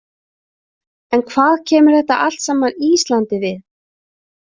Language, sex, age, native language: Icelandic, female, 30-39, Icelandic